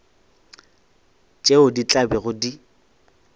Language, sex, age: Northern Sotho, male, 21